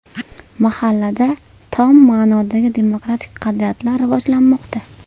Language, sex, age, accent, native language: Uzbek, female, 18-24, Namangan, Uzbek